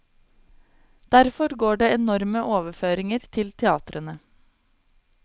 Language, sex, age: Norwegian, female, 26